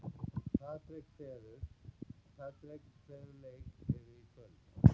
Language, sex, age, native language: Icelandic, male, 20-29, Icelandic